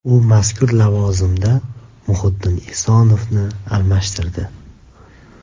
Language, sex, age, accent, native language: Uzbek, male, 18-24, Andijon, Uzbek